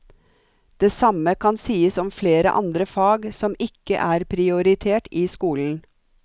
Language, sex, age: Norwegian, female, 45